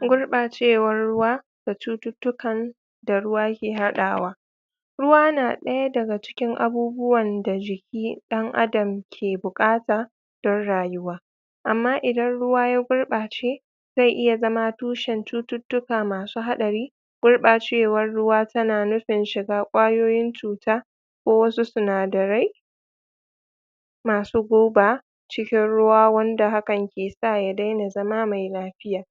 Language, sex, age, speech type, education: Hausa, female, 30-45, spontaneous, tertiary